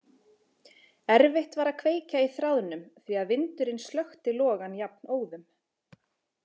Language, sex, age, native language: Icelandic, female, 20-29, Icelandic